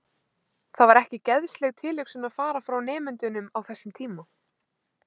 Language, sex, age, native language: Icelandic, female, 20-29, Icelandic